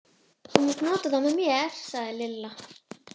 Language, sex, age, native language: Icelandic, female, 11, Icelandic